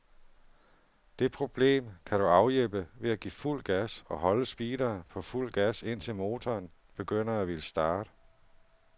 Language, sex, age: Danish, male, 47